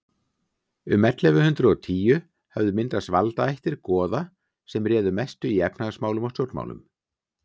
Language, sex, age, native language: Icelandic, male, 60-69, Icelandic